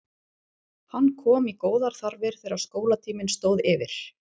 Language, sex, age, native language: Icelandic, female, 40-49, Icelandic